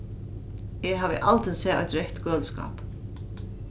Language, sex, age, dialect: Faroese, female, 36-60, Norðuroyggjar